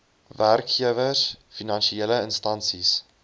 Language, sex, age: Afrikaans, male, 20